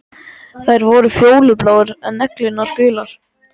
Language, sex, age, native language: Icelandic, male, 14, Icelandic